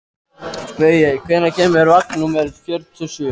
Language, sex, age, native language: Icelandic, male, 14, Icelandic